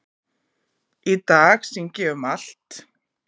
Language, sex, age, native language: Icelandic, female, 40-49, Icelandic